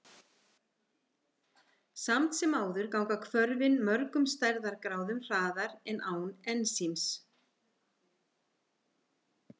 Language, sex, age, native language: Icelandic, female, 50-59, Icelandic